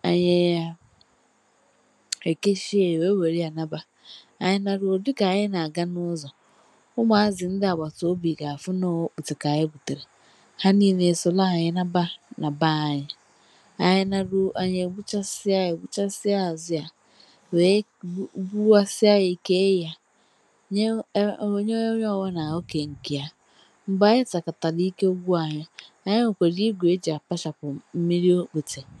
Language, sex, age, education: Igbo, female, 15-29, tertiary